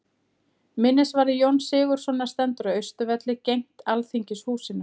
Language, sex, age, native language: Icelandic, female, 30-39, Icelandic